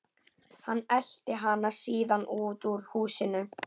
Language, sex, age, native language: Icelandic, female, 11, Icelandic